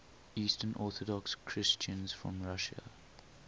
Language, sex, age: English, male, 18